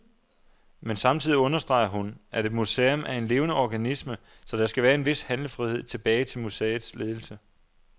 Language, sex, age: Danish, male, 27